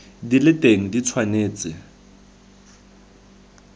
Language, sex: Tswana, male